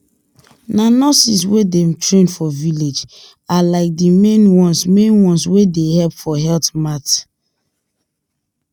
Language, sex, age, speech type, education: Nigerian Pidgin, female, 30-45, spontaneous, tertiary